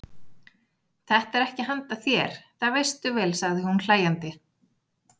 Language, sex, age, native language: Icelandic, female, 40-49, Icelandic